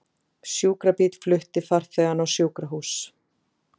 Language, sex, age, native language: Icelandic, female, 40-49, Icelandic